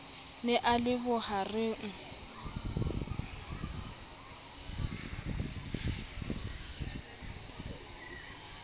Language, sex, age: Southern Sotho, female, 25